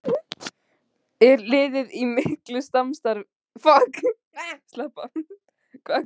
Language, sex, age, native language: Icelandic, female, 15, Icelandic